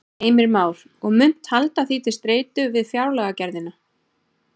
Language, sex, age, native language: Icelandic, female, 30-39, Icelandic